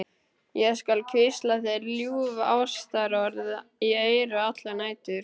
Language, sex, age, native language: Icelandic, male, 12, Icelandic